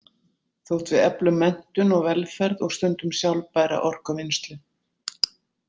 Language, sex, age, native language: Icelandic, female, 60-69, Icelandic